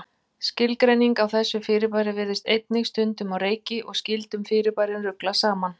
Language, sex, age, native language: Icelandic, female, 50-59, Icelandic